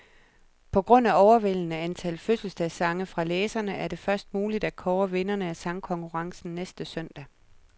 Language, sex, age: Danish, female, 37